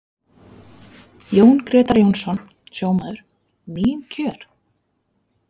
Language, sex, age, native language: Icelandic, female, 40-49, Icelandic